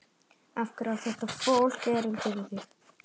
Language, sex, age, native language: Icelandic, male, 11, Icelandic